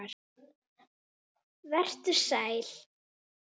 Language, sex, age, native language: Icelandic, female, 8, Icelandic